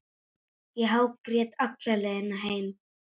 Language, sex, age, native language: Icelandic, female, 9, Icelandic